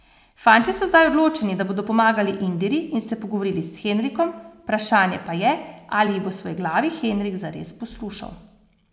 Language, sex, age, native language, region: Slovenian, female, 30-49, Slovenian, Posavska region